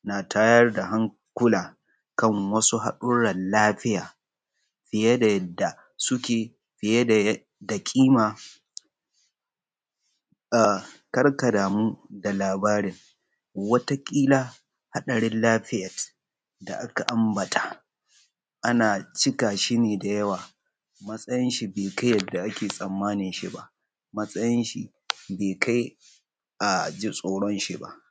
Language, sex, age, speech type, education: Hausa, male, 30-45, spontaneous, tertiary